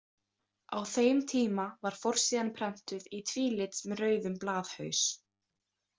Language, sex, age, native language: Icelandic, female, 18-19, Icelandic